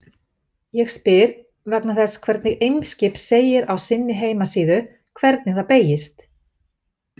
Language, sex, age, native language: Icelandic, female, 50-59, Icelandic